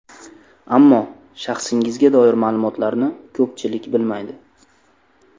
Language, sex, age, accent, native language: Uzbek, male, 25-34, Samarqand, Uzbek